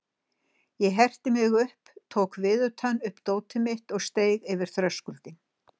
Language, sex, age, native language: Icelandic, female, 60-69, Icelandic